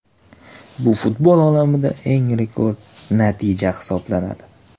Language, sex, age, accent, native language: Uzbek, male, 18-24, Toshkent shahri, Uzbek